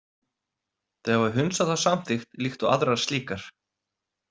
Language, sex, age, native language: Icelandic, male, 30-39, Icelandic